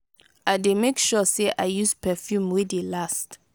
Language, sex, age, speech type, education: Nigerian Pidgin, female, 30-45, spontaneous, tertiary